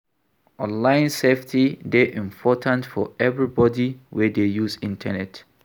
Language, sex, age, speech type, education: Nigerian Pidgin, male, 46-60, read, tertiary